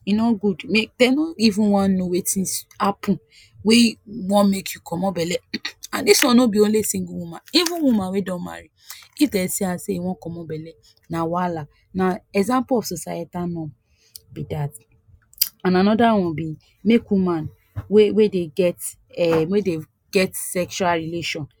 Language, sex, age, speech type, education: Nigerian Pidgin, female, 15-29, spontaneous, tertiary